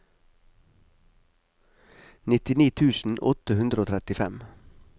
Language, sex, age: Norwegian, male, 45